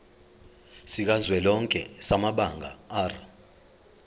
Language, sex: Zulu, male